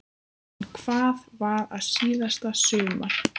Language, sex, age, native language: Icelandic, female, 15, Icelandic